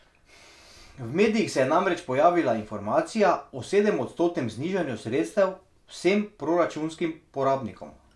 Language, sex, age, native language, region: Slovenian, male, 30-49, Slovenian, Drava region